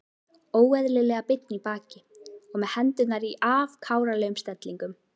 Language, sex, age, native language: Icelandic, female, 12, Icelandic